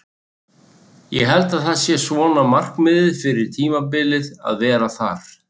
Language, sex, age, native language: Icelandic, male, 60-69, Icelandic